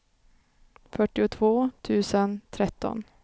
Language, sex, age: Swedish, female, 29